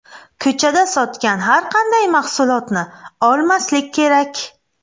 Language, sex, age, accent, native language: Uzbek, female, 25-34, Buxoro, Uzbek